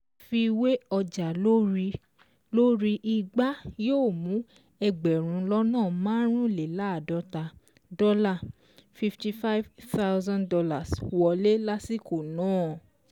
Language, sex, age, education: Yoruba, female, 15-29, secondary